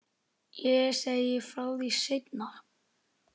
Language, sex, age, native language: Icelandic, male, 10, Icelandic